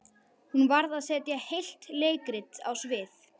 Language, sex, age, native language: Icelandic, male, 12, Icelandic